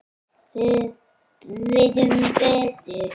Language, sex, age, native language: Icelandic, female, 7, Icelandic